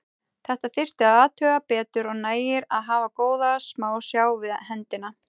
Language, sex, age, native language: Icelandic, female, 30-39, Icelandic